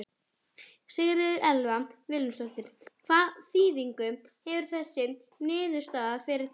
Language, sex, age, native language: Icelandic, female, 11, Icelandic